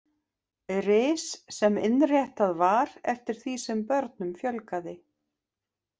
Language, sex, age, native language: Icelandic, female, 50-59, Icelandic